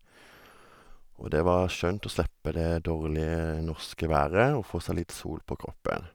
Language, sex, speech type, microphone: Norwegian, male, spontaneous, Sennheiser